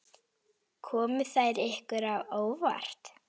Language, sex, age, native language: Icelandic, female, 9, Icelandic